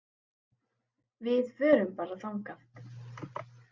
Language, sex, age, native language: Icelandic, female, 18-19, Icelandic